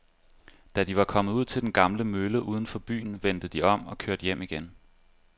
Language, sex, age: Danish, male, 25